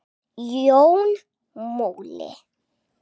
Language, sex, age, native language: Icelandic, male, 8, Icelandic